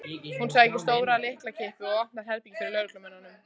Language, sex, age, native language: Icelandic, female, 14, Icelandic